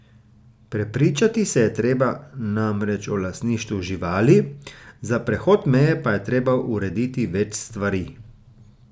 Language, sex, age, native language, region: Slovenian, male, 30-49, Slovenian, Gorica region